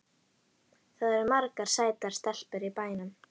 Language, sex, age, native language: Icelandic, female, 11, Icelandic